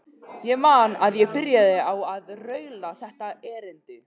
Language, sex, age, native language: Icelandic, male, 12, Icelandic